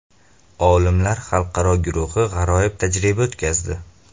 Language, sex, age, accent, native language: Uzbek, male, 18-24, Farg'ona, Uzbek